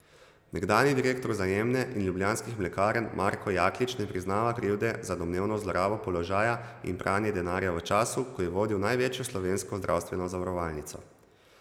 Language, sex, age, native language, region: Slovenian, male, 30-49, Slovenian, Zasavska region